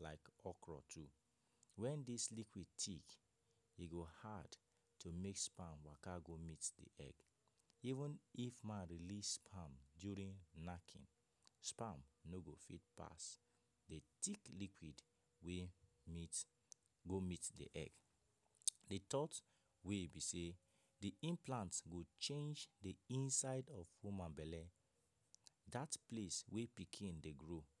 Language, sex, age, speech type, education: Nigerian Pidgin, male, 15-29, spontaneous, tertiary